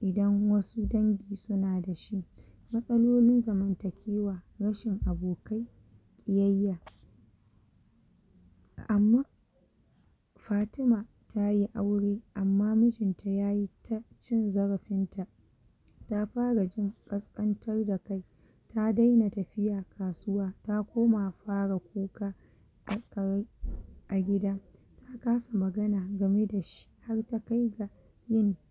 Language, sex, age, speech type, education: Hausa, female, 46-60, spontaneous, tertiary